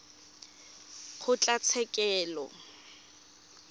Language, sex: Tswana, female